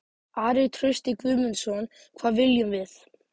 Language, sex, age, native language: Icelandic, male, 18-19, Icelandic